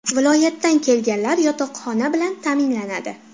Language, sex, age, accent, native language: Uzbek, female, under 19, Farg'ona, Uzbek